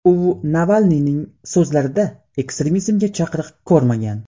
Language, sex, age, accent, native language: Uzbek, male, 18-24, Qashqadaryo, Uzbek